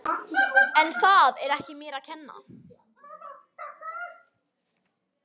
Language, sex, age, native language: Icelandic, male, 12, Icelandic